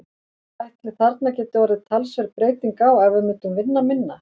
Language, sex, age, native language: Icelandic, female, 40-49, Icelandic